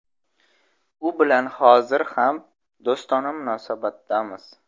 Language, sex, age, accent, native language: Uzbek, male, 25-34, Samarqand, Uzbek